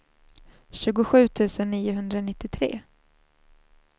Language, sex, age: Swedish, female, 27